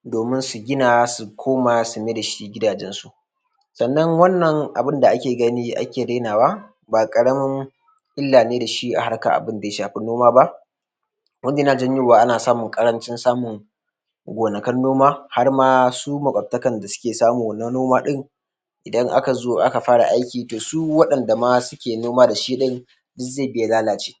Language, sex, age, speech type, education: Hausa, male, 15-29, spontaneous, tertiary